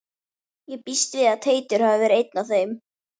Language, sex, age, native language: Icelandic, female, 13, Icelandic